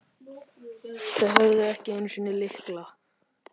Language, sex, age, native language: Icelandic, male, 13, Icelandic